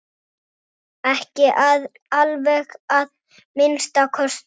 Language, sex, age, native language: Icelandic, male, 9, Icelandic